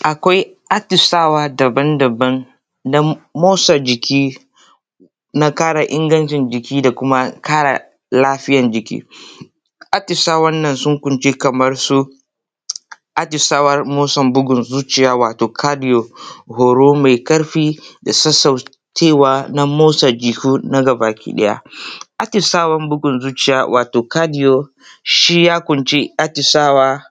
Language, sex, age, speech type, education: Hausa, male, 15-29, spontaneous, tertiary